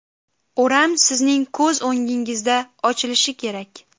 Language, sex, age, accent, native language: Uzbek, female, 18-24, Qashqadaryo, Uzbek